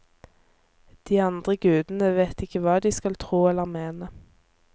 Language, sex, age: Norwegian, female, 24